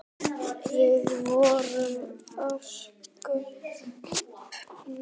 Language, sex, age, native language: Icelandic, male, 9, Icelandic